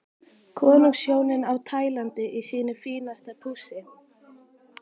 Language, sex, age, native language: Icelandic, female, 18-19, Icelandic